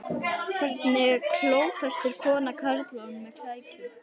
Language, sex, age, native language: Icelandic, female, 11, Icelandic